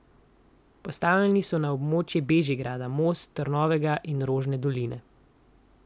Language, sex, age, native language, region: Slovenian, female, 18-29, Slovenian, Central Slovenia